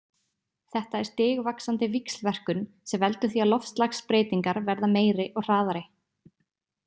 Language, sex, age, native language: Icelandic, female, 20-29, Icelandic